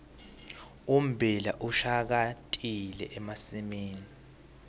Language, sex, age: Swati, male, 18